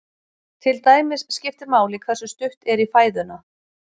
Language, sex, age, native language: Icelandic, female, 30-39, Icelandic